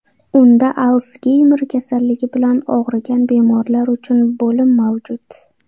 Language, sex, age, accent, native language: Uzbek, female, 19-29, Xorazm, Uzbek